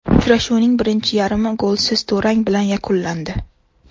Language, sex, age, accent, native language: Uzbek, female, 18-24, Toshkent shahri, Uzbek